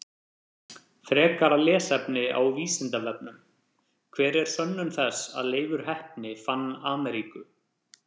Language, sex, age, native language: Icelandic, male, 30-39, Icelandic